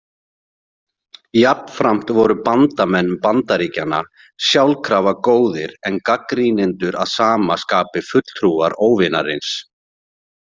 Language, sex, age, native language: Icelandic, male, 30-39, Icelandic